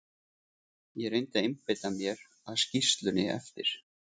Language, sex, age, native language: Icelandic, male, 40-49, Icelandic